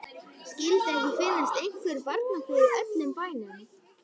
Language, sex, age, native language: Icelandic, female, 12, Icelandic